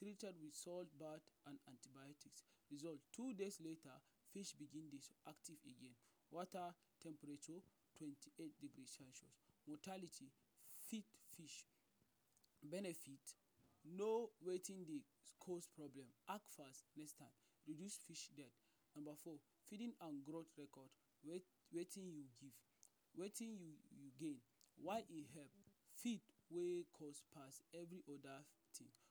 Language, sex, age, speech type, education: Nigerian Pidgin, male, 30-45, spontaneous, tertiary